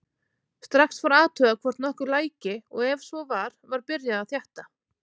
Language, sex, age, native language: Icelandic, female, 30-39, Icelandic